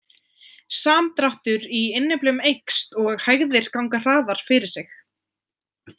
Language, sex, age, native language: Icelandic, female, 20-29, Icelandic